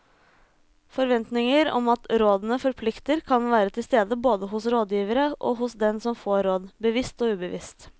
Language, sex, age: Norwegian, female, 26